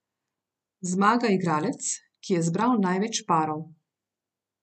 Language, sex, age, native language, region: Slovenian, female, 30-49, Slovenian, Gorenjska region